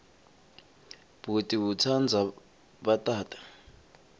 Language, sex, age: Swati, male, 25